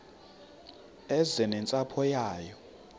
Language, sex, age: Xhosa, male, 33